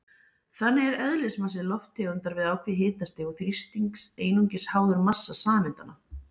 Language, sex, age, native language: Icelandic, female, 40-49, Icelandic